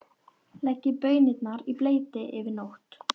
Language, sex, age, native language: Icelandic, female, 12, Icelandic